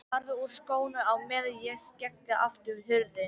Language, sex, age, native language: Icelandic, female, 12, Icelandic